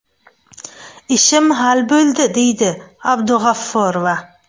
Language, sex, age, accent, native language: Uzbek, female, 25-34, Buxoro, Uzbek